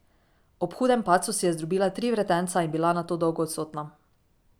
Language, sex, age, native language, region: Slovenian, female, 18-29, Slovenian, Drava region